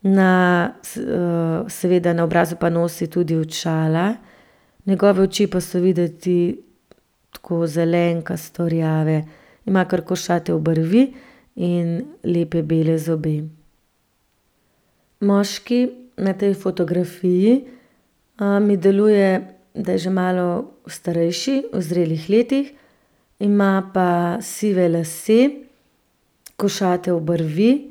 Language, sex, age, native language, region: Slovenian, female, 30-49, Slovenian, Central Slovenia